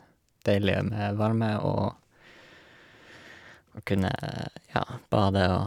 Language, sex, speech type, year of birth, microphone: Norwegian, male, spontaneous, 1986, Shure